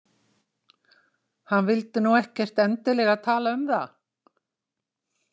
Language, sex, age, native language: Icelandic, female, 60-69, Icelandic